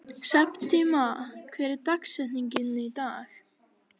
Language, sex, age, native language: Icelandic, female, 11, Icelandic